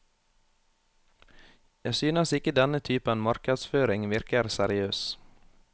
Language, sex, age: Norwegian, male, 21